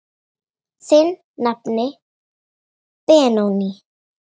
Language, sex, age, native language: Icelandic, female, 9, Icelandic